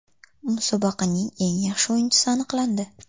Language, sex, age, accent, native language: Uzbek, female, under 19, Farg'ona, Uzbek